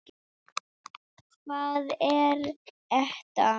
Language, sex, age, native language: Icelandic, female, 8, Icelandic